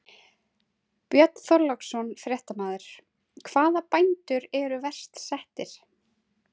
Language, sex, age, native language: Icelandic, female, 30-39, Icelandic